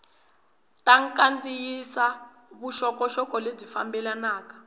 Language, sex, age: Tsonga, female, 20